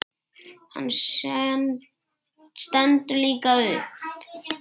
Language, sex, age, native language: Icelandic, male, 8, Icelandic